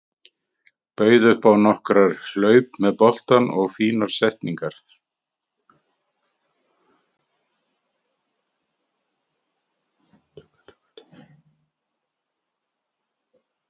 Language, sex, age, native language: Icelandic, male, 50-59, Icelandic